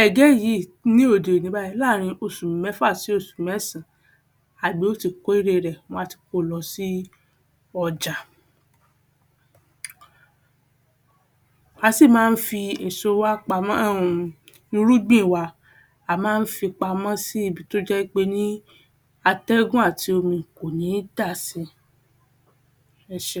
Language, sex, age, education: Yoruba, female, 15-29, tertiary